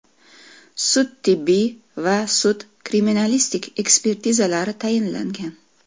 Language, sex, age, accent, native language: Uzbek, female, 40-49, Toshkent viloyati, Uzbek